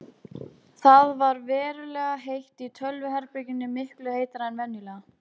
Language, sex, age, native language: Icelandic, female, 18-19, Icelandic